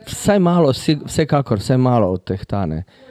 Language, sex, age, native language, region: Slovenian, male, 50-59, Slovenian, Drava region